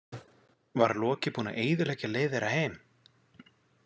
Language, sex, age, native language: Icelandic, male, 40-49, Icelandic